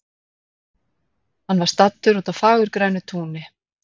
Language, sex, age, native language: Icelandic, female, 40-49, Icelandic